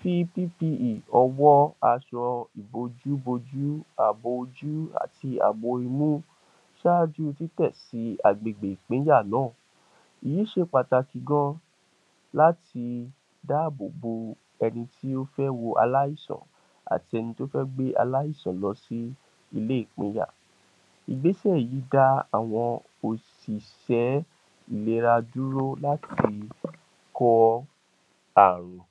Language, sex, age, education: Yoruba, male, 46-60, tertiary